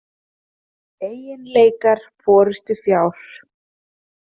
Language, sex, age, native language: Icelandic, female, 30-39, Icelandic